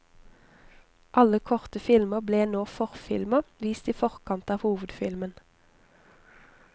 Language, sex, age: Norwegian, female, 25